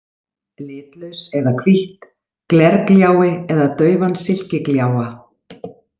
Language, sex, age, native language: Icelandic, female, 40-49, Icelandic